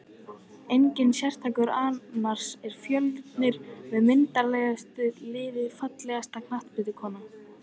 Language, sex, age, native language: Icelandic, female, 14, Icelandic